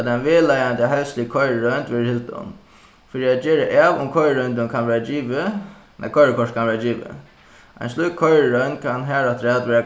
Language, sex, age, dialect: Faroese, male, 15-35, Suðuroy